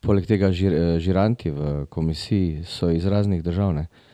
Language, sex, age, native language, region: Slovenian, male, 50-59, Slovenian, Drava region